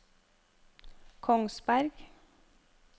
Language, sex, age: Norwegian, female, 25